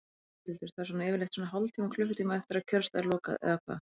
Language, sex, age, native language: Icelandic, female, 30-39, Icelandic